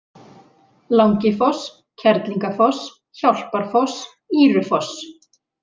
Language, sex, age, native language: Icelandic, female, 40-49, Icelandic